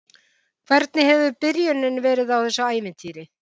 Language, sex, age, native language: Icelandic, female, 50-59, Icelandic